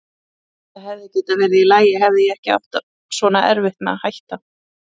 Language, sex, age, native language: Icelandic, female, 30-39, Icelandic